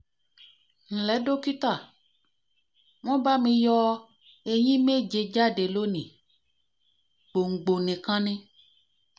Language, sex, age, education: Yoruba, female, 30-45, tertiary